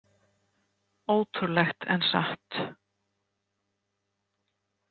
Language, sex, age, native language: Icelandic, female, 50-59, Icelandic